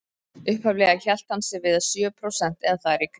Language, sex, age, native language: Icelandic, female, 30-39, Icelandic